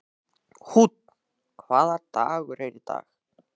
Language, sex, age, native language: Icelandic, male, 14, Icelandic